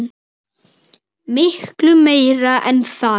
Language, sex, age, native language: Icelandic, male, 8, Icelandic